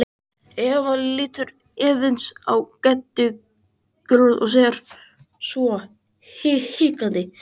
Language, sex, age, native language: Icelandic, male, 20-29, Icelandic